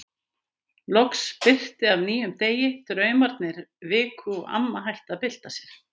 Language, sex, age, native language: Icelandic, female, 50-59, Icelandic